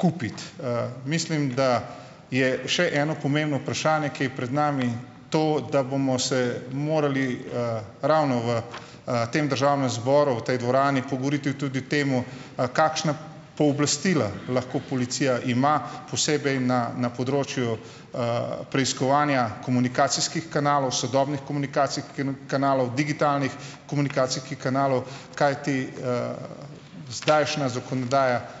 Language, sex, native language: Slovenian, male, Slovenian